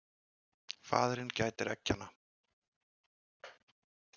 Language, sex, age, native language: Icelandic, male, 30-39, Icelandic